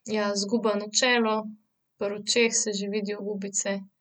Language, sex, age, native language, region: Slovenian, female, 30-49, Slovenian, Central Slovenia